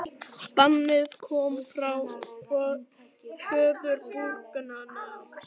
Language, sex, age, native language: Icelandic, other, 18-19, Icelandic